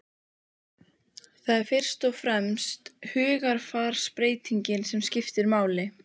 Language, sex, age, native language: Icelandic, female, 15, Icelandic